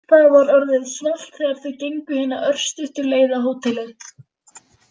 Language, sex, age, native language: Icelandic, female, 40-49, Icelandic